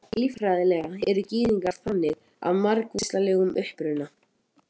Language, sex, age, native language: Icelandic, male, 18-19, Icelandic